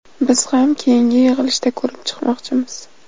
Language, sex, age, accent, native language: Uzbek, female, 18-24, Namangan, Uzbek